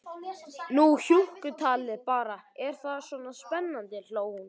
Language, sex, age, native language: Icelandic, male, 11, Icelandic